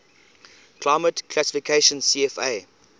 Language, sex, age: English, male, 20